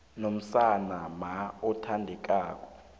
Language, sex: South Ndebele, male